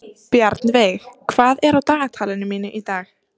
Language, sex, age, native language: Icelandic, female, 30-39, Icelandic